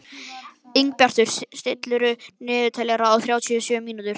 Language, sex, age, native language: Icelandic, male, 11, Icelandic